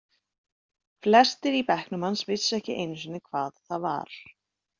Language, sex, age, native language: Icelandic, female, 30-39, Icelandic